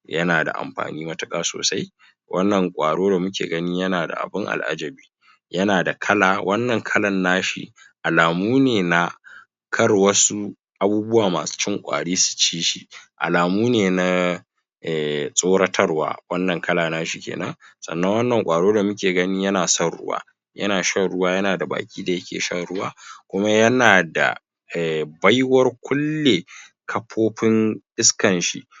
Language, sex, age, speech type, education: Hausa, male, 15-29, spontaneous, tertiary